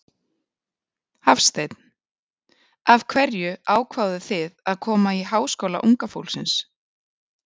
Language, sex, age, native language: Icelandic, female, 40-49, Icelandic